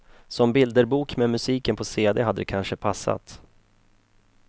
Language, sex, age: Swedish, male, 31